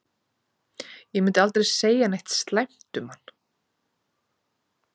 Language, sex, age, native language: Icelandic, female, 40-49, Icelandic